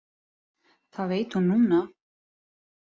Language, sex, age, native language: Icelandic, female, 30-39, Icelandic